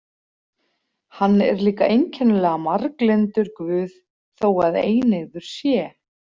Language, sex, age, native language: Icelandic, female, 40-49, Icelandic